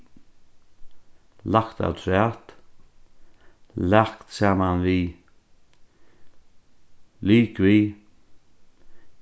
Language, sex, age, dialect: Faroese, male, 36-60, Norðurstreymoy/Eysturoy